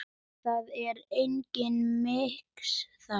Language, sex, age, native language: Icelandic, male, 10, Icelandic